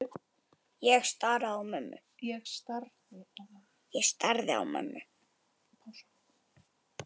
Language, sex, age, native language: Icelandic, male, 10, Icelandic